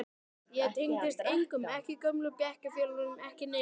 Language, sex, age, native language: Icelandic, male, 12, Icelandic